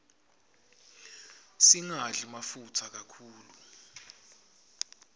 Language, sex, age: Swati, male, 25